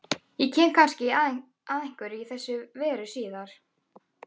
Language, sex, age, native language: Icelandic, female, 12, Icelandic